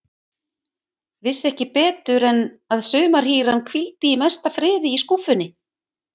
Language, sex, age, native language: Icelandic, female, 50-59, Icelandic